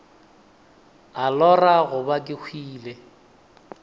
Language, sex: Northern Sotho, male